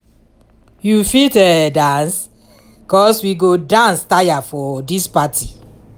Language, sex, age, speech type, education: Nigerian Pidgin, female, 46-60, spontaneous, tertiary